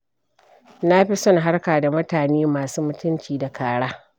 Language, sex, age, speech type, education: Hausa, female, 46-60, read, primary